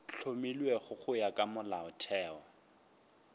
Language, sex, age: Northern Sotho, male, 21